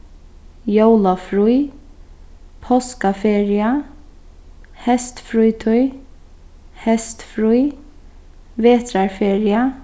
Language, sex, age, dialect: Faroese, female, 15-35, Sandoy